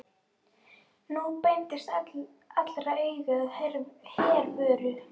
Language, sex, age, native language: Icelandic, female, 12, Icelandic